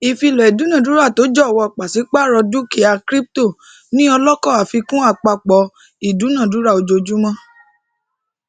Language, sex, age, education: Yoruba, female, 30-45, tertiary